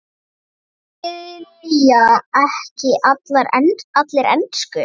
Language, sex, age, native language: Icelandic, female, 9, Icelandic